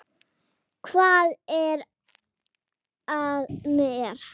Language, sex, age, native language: Icelandic, female, 10, Icelandic